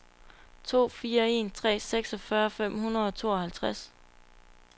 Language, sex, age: Danish, female, 22